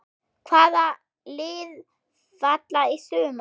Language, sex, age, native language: Icelandic, female, 6, German